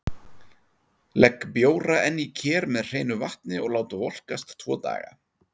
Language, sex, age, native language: Icelandic, male, 40-49, Icelandic